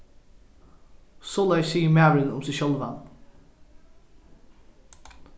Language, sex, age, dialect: Faroese, male, 15-35, Norðurstreymoy/Eysturoy